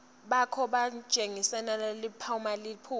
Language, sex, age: Swati, female, 19